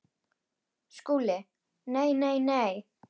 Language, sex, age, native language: Icelandic, female, 10, Icelandic